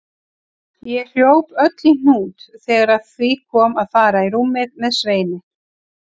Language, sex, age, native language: Icelandic, female, 40-49, Icelandic